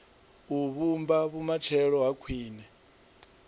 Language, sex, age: Venda, male, 39